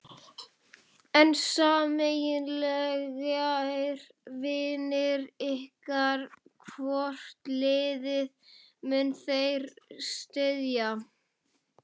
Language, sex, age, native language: Icelandic, male, 12, Icelandic